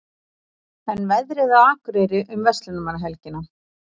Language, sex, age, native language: Icelandic, female, 40-49, Icelandic